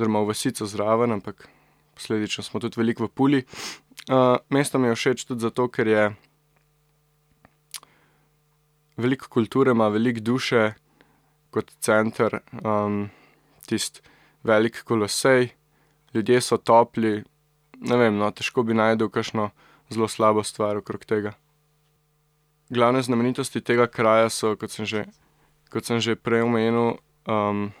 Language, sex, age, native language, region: Slovenian, male, 18-29, Slovenian, Central Slovenia